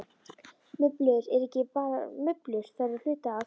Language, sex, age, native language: Icelandic, female, 11, Icelandic